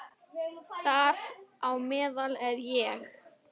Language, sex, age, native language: Icelandic, female, 10, Icelandic